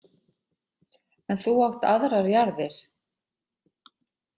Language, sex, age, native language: Icelandic, female, 40-49, Icelandic